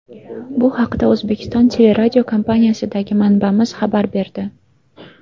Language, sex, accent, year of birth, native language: Uzbek, female, Toshkent viloyati, 2000, Uzbek